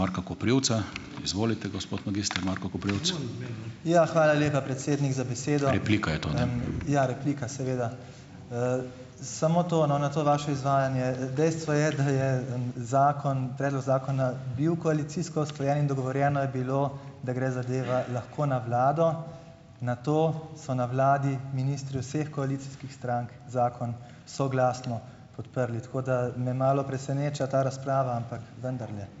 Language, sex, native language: Slovenian, male, Slovenian